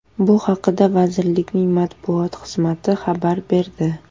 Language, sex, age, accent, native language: Uzbek, female, 18-24, Surxondaryo, Uzbek